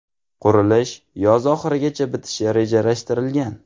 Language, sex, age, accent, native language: Uzbek, male, 18-24, Navoiy, Uzbek